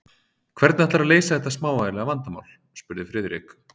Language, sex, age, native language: Icelandic, male, 30-39, Icelandic